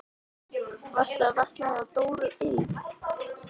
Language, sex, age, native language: Icelandic, female, 13, Icelandic